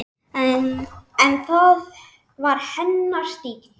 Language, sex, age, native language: Icelandic, male, 10, Icelandic